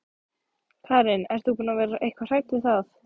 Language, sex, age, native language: Icelandic, female, 15, Icelandic